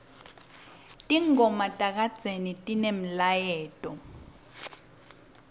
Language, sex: Swati, female